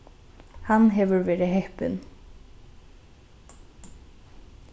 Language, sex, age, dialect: Faroese, female, 15-35, Norðurstreymoy/Eysturoy